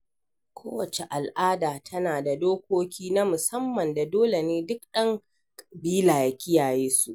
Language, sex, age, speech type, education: Hausa, female, 60+, read, primary